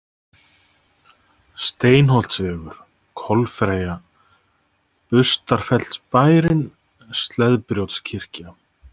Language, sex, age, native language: Icelandic, male, 30-39, Icelandic